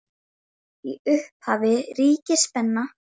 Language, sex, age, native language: Icelandic, female, 10, Icelandic